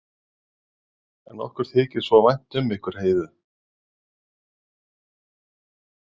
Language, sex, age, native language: Icelandic, male, 40-49, Icelandic